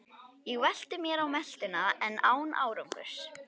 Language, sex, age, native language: Icelandic, female, 11, Icelandic